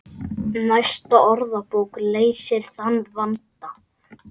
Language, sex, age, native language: Icelandic, male, 8, Icelandic